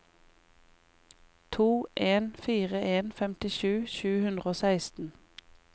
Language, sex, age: Norwegian, female, 28